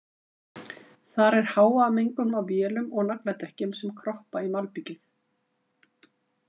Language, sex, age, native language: Icelandic, female, 50-59, Icelandic